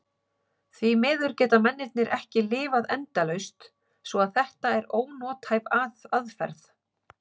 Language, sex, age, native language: Icelandic, female, 40-49, Icelandic